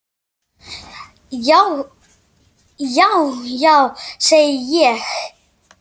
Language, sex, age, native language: Icelandic, male, 7, Icelandic